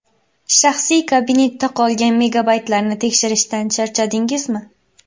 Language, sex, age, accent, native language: Uzbek, female, 19-29, Xorazm, Uzbek